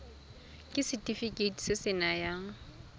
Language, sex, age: Tswana, female, 24